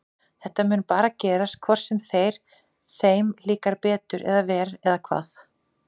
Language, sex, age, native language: Icelandic, female, 40-49, Icelandic